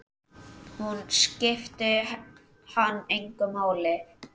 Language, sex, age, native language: Icelandic, male, 10, Icelandic